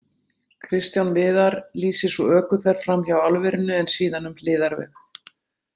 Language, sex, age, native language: Icelandic, female, 60-69, Icelandic